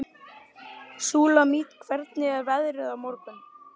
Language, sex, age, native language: Icelandic, male, 12, Icelandic